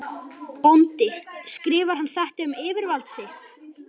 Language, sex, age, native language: Icelandic, male, 11, Icelandic